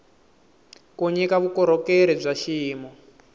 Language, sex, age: Tsonga, male, 22